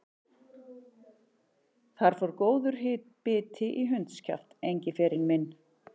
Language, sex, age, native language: Icelandic, male, 11, Icelandic